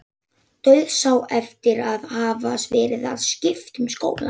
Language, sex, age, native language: Icelandic, male, 11, Icelandic